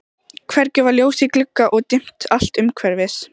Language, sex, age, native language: Icelandic, female, 14, Icelandic